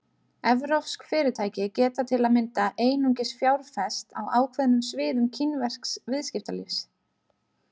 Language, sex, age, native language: Icelandic, female, 30-39, Icelandic